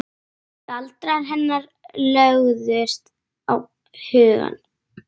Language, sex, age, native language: Icelandic, female, 10, Icelandic